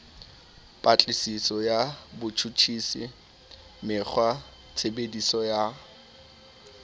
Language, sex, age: Southern Sotho, male, 19